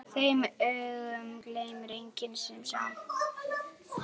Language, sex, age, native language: Icelandic, female, 11, Icelandic